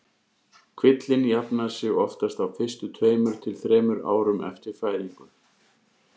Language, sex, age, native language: Icelandic, male, 40-49, Icelandic